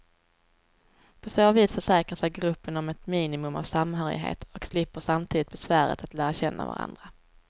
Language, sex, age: Swedish, female, 23